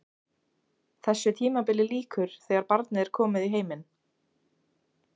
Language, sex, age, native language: Icelandic, female, 16, Icelandic